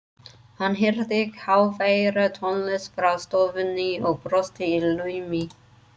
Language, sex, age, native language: Icelandic, female, 30-39, English